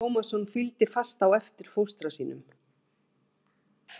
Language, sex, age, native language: Icelandic, female, 50-59, Icelandic